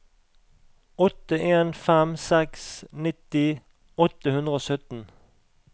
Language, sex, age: Norwegian, male, 38